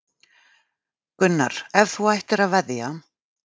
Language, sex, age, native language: Icelandic, female, 40-49, Icelandic